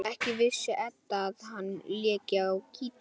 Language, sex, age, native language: Icelandic, male, 11, Icelandic